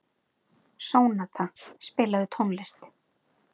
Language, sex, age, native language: Icelandic, female, 40-49, Icelandic